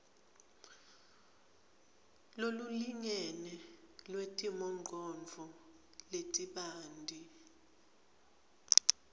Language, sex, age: Swati, female, 20